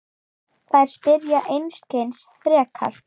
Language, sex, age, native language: Icelandic, female, 8, Icelandic